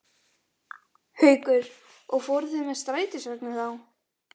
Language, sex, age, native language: Icelandic, female, 11, Icelandic